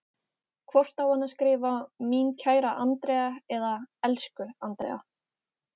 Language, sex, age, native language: Icelandic, female, 18-19, Icelandic